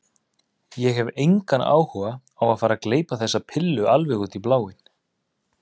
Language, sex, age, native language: Icelandic, male, 30-39, Icelandic